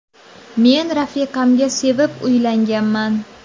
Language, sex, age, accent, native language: Uzbek, female, 19-29, Navoiy, Uzbek